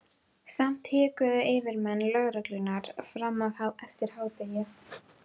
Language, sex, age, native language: Icelandic, female, 12, Icelandic